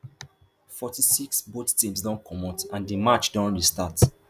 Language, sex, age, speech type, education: Nigerian Pidgin, male, 15-29, spontaneous, tertiary